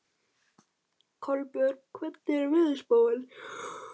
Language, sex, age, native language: Icelandic, female, 12, Icelandic